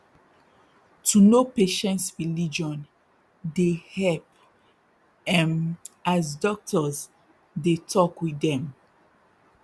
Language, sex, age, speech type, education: Nigerian Pidgin, female, 15-29, spontaneous, tertiary